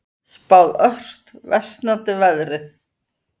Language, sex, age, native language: Icelandic, female, 50-59, Icelandic